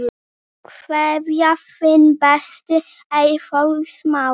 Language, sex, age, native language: Icelandic, male, 8, Icelandic